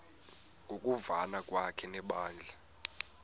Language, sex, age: Xhosa, male, 18